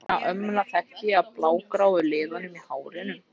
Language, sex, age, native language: Icelandic, male, 14, Icelandic